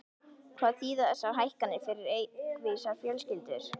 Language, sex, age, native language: Icelandic, female, 11, Icelandic